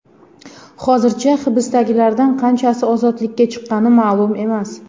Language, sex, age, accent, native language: Uzbek, female, 25-34, Samarqand, Uzbek